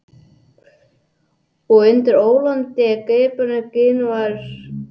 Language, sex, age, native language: Icelandic, male, 80-89, English